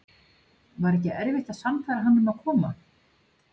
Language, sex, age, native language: Icelandic, female, 50-59, Icelandic